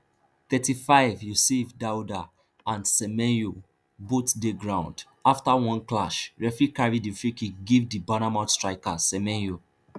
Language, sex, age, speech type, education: Nigerian Pidgin, male, 15-29, spontaneous, tertiary